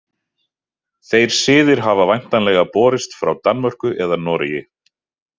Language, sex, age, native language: Icelandic, male, 30-39, Icelandic